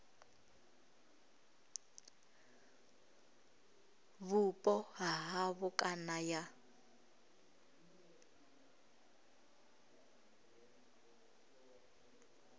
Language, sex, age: Venda, female, 20